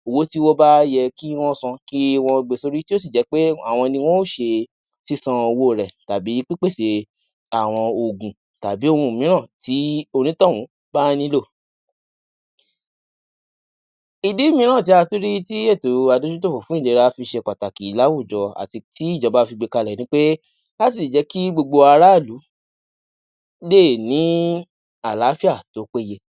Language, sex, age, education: Yoruba, male, 15-29, tertiary